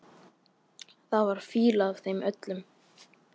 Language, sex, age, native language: Icelandic, male, 13, Icelandic